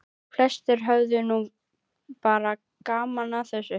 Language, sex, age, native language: Icelandic, female, 11, Icelandic